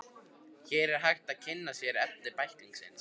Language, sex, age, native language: Icelandic, male, 50-59, Icelandic